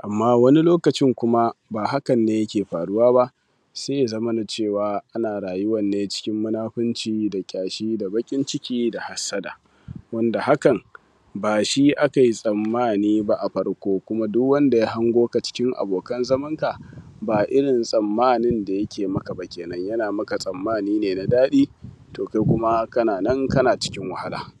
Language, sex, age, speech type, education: Hausa, male, 15-29, spontaneous, primary